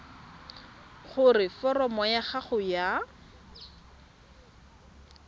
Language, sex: Tswana, female